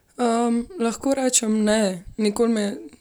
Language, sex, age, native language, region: Slovenian, female, 18-29, Slovenian, Central Slovenia